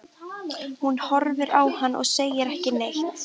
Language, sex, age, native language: Icelandic, female, 13, Icelandic